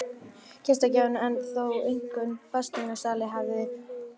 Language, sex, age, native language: Icelandic, male, 11, Icelandic